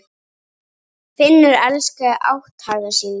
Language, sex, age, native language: Icelandic, female, 8, Icelandic